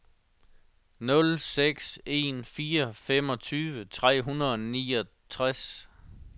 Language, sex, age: Danish, male, 37